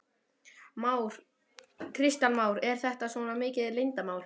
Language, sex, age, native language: Icelandic, male, 12, Icelandic